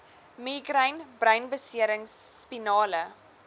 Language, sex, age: Afrikaans, female, 20